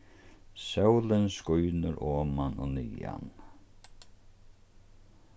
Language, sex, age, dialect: Faroese, male, 36-60, Norðurstreymoy/Eysturoy